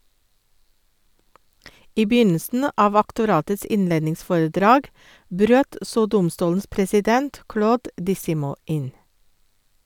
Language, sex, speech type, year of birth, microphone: Norwegian, female, read, 1956, Sennheiser